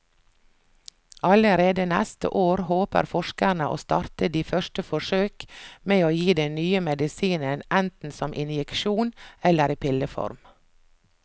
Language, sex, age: Norwegian, female, 49